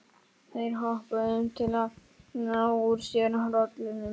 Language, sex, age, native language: Icelandic, male, 12, Polish